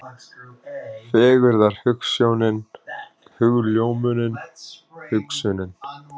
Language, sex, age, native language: Icelandic, male, 30-39, Icelandic